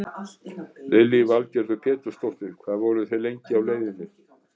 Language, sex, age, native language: Icelandic, male, 60-69, Icelandic